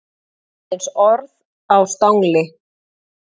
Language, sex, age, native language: Icelandic, female, 40-49, Icelandic